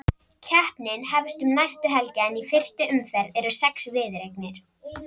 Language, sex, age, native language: Icelandic, female, 30-39, Icelandic